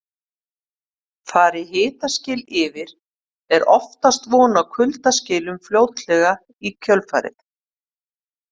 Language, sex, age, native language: Icelandic, female, 50-59, Icelandic